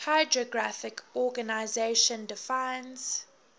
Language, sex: English, female